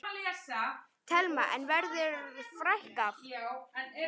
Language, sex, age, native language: Icelandic, male, 9, Icelandic